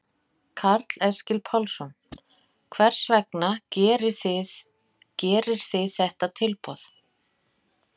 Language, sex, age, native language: Icelandic, female, 50-59, Icelandic